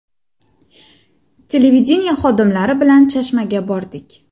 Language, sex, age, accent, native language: Uzbek, female, 18-24, Xorazm, Uzbek